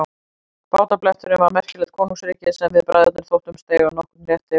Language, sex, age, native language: Icelandic, female, 40-49, Icelandic